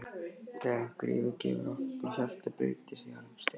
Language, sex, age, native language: Icelandic, male, 11, Icelandic